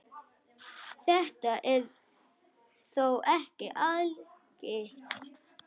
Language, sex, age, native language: Icelandic, female, 9, Icelandic